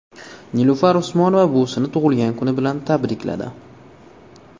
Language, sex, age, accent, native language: Uzbek, male, 19-29, Toshkent viloyati, Uzbek